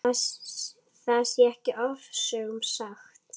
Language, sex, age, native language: Icelandic, female, 8, Icelandic